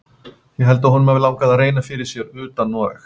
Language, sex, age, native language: Icelandic, male, 50-59, Icelandic